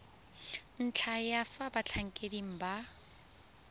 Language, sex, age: Tswana, female, 20